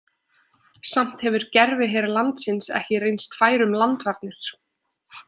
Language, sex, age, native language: Icelandic, female, 20-29, Icelandic